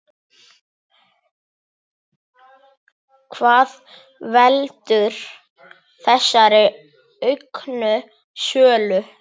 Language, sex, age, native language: Icelandic, male, 8, Icelandic